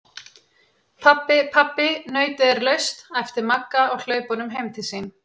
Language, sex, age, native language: Icelandic, female, 30-39, Icelandic